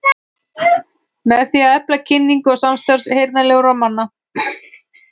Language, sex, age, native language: Icelandic, female, 15, Icelandic